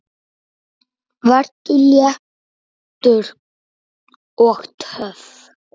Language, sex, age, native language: Icelandic, male, 9, Icelandic